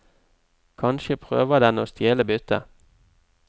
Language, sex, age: Norwegian, male, 44